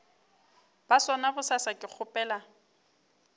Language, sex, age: Northern Sotho, female, 29